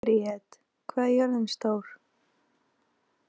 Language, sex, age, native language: Icelandic, female, 20-29, Icelandic